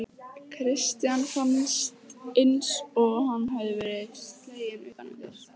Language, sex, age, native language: Icelandic, female, 14, Icelandic